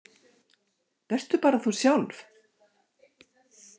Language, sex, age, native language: Icelandic, female, 60-69, Icelandic